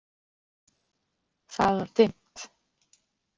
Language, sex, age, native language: Icelandic, female, 20-29, Icelandic